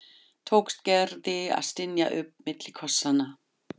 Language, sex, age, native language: Icelandic, female, 50-59, German